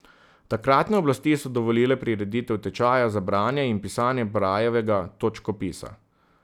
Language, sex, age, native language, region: Slovenian, male, 30-49, Slovenian, Southeast Slovenia